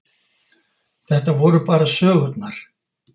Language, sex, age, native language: Icelandic, male, 50-59, Icelandic